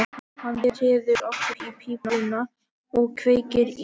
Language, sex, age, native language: Icelandic, male, 11, Icelandic